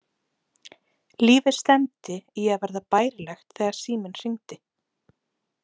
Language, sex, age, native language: Icelandic, female, 20-29, Icelandic